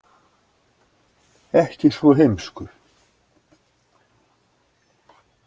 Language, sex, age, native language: Icelandic, male, 60-69, Icelandic